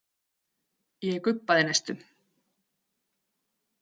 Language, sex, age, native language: Icelandic, female, 30-39, Icelandic